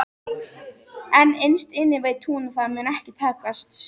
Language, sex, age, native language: Icelandic, female, 13, Icelandic